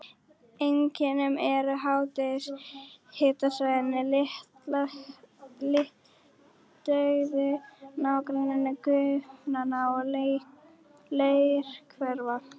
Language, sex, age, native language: Icelandic, female, 11, Icelandic